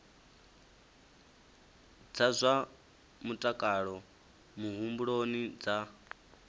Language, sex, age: Venda, male, 19